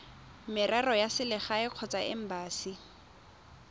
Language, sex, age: Tswana, female, 21